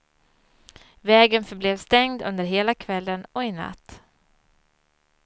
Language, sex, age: Swedish, female, 34